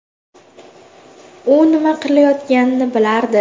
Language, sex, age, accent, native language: Uzbek, female, under 19, Toshkent shahri, Uzbek